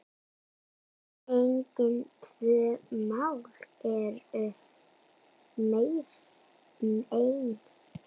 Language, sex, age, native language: Icelandic, female, 9, Icelandic